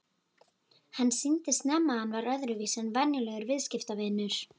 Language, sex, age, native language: Icelandic, female, 11, Icelandic